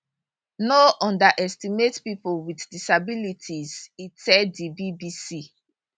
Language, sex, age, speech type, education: Nigerian Pidgin, female, 30-45, spontaneous, tertiary